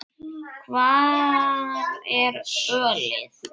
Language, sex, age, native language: Icelandic, male, 8, Icelandic